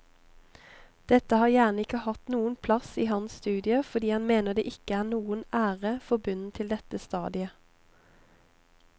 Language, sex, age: Norwegian, female, 25